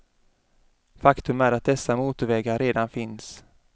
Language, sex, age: Swedish, male, 33